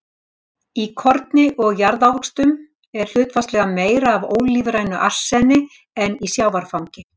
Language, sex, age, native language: Icelandic, female, 60-69, Icelandic